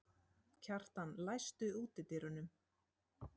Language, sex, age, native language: Icelandic, female, 40-49, Icelandic